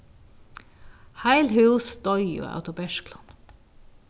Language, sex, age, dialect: Faroese, female, 36-60, Vágar